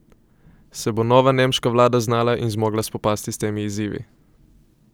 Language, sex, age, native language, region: Slovenian, male, 18-29, Slovenian, Coastal Karst region